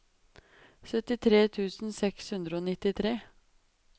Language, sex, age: Norwegian, female, 23